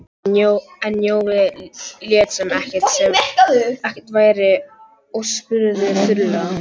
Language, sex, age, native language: Icelandic, male, 11, Icelandic